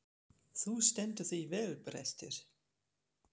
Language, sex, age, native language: Icelandic, female, 40-49, German